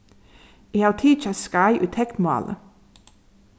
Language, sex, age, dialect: Faroese, female, 36-60, Suðurstreymoy